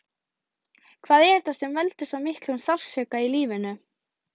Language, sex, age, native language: Icelandic, female, 12, Icelandic